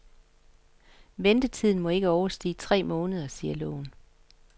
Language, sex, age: Danish, female, 50